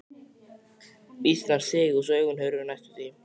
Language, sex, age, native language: Icelandic, male, 12, Icelandic